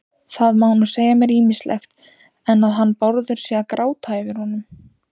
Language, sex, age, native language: Icelandic, female, 18-19, Icelandic